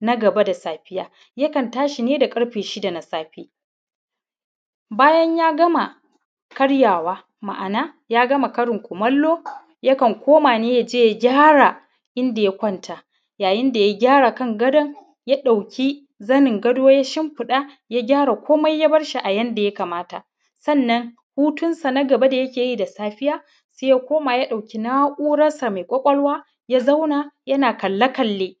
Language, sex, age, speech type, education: Hausa, male, 15-29, spontaneous, primary